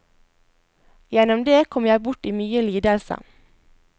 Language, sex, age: Norwegian, female, 21